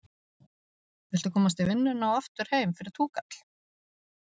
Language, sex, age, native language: Icelandic, female, 40-49, Icelandic